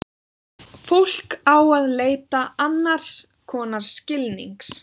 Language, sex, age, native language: Icelandic, female, 18-19, Icelandic